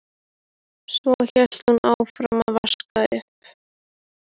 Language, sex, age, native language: Icelandic, female, 12, Icelandic